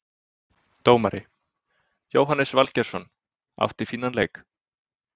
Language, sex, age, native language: Icelandic, male, 20-29, Icelandic